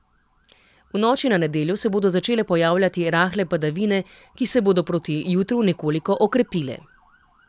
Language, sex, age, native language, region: Slovenian, female, 30-49, Slovenian, Central Slovenia